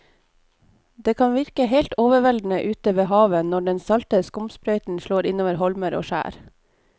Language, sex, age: Norwegian, female, 29